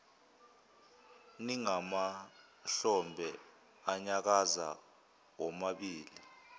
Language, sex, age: Zulu, male, 21